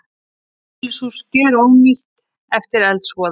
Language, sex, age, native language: Icelandic, female, 30-39, Icelandic